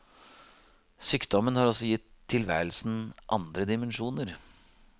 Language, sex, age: Norwegian, male, 52